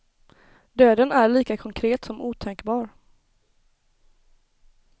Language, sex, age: Swedish, female, 21